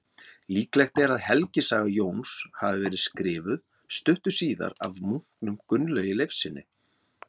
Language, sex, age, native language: Icelandic, male, 40-49, Icelandic